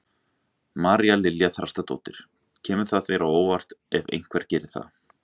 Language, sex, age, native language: Icelandic, male, 30-39, Icelandic